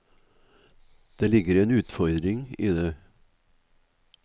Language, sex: Norwegian, male